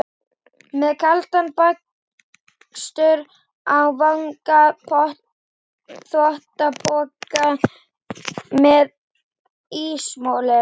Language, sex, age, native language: Icelandic, female, 12, Icelandic